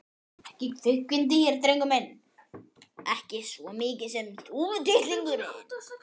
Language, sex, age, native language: Icelandic, male, 12, Icelandic